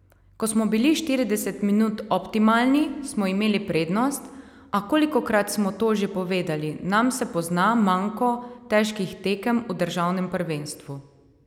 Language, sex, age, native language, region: Slovenian, female, 30-49, Slovenian, Savinja region